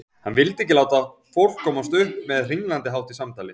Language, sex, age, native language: Icelandic, male, 40-49, Icelandic